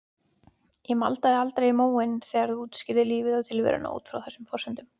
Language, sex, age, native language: Icelandic, female, 20-29, Icelandic